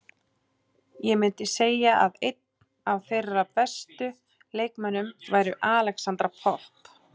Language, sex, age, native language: Icelandic, male, 20-29, Icelandic